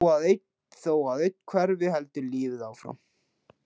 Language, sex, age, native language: Icelandic, male, 16, Icelandic